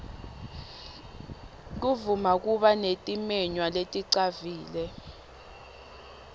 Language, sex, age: Swati, female, 20